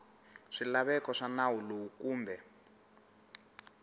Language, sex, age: Tsonga, male, 19